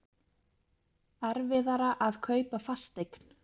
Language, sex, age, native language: Icelandic, female, 20-29, Icelandic